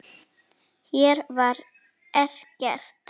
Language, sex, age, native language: Icelandic, female, 7, Icelandic